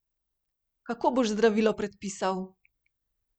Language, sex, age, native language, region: Slovenian, female, 30-49, Slovenian, Primorsko-notranjska region